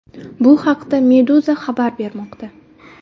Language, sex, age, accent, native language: Uzbek, female, 19-29, Buxoro, Uzbek